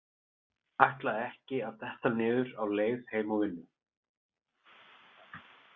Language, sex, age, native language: Icelandic, male, 30-39, Icelandic